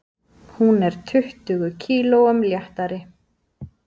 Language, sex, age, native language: Icelandic, female, 30-39, Icelandic